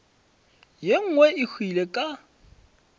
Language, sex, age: Northern Sotho, male, 26